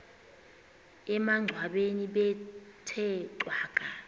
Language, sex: Xhosa, female